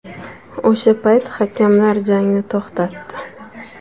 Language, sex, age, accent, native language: Uzbek, female, 19-29, Samarqand, Uzbek